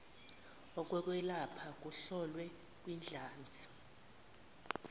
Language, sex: Zulu, female